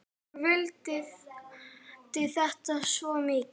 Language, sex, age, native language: Icelandic, male, 9, Icelandic